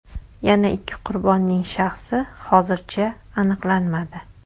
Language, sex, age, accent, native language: Uzbek, female, 25-34, Toshkent shahri, Uzbek